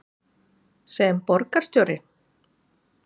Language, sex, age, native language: Icelandic, female, 30-39, Icelandic